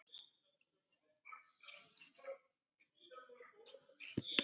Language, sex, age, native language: Icelandic, male, 10, Icelandic